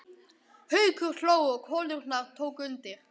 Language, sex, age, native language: Icelandic, male, 12, Icelandic